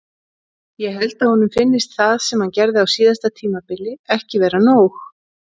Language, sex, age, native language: Icelandic, female, 40-49, Icelandic